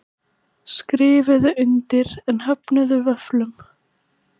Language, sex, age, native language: Icelandic, female, 18-19, Icelandic